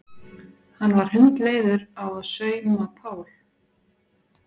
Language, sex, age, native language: Icelandic, female, 40-49, Icelandic